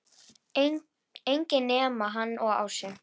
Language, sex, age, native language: Icelandic, female, 10, Icelandic